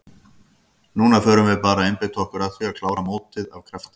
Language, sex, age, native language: Icelandic, male, 50-59, Icelandic